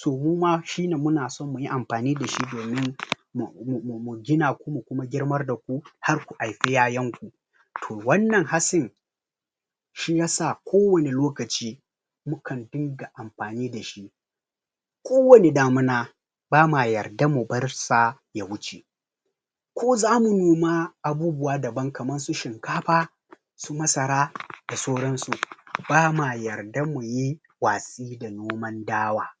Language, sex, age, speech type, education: Hausa, male, 30-45, spontaneous, tertiary